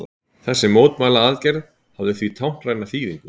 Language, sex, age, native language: Icelandic, male, 30-39, Icelandic